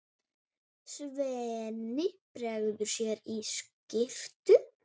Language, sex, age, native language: Icelandic, female, 9, Icelandic